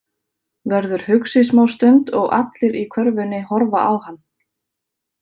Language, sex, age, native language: Icelandic, female, 30-39, Icelandic